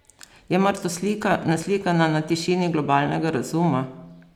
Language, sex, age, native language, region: Slovenian, female, 50-59, Slovenian, Posavska region